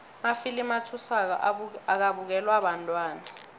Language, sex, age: South Ndebele, female, 22